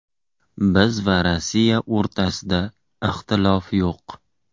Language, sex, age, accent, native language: Uzbek, male, 25-34, Farg'ona, Uzbek